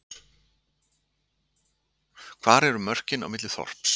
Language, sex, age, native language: Icelandic, male, 60-69, Icelandic